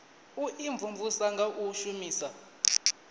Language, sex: Venda, male